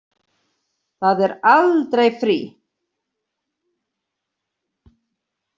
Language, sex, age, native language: Icelandic, female, 60-69, Icelandic